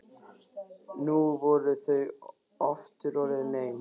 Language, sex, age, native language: Icelandic, male, 13, Icelandic